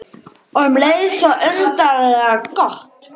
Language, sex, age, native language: Icelandic, female, 11, Icelandic